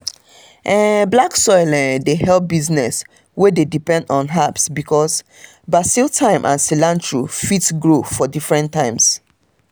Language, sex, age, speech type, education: Nigerian Pidgin, female, 30-45, spontaneous, tertiary